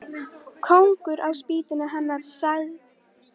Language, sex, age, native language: Icelandic, female, 13, Icelandic